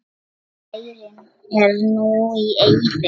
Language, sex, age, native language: Icelandic, female, 9, Lithuanian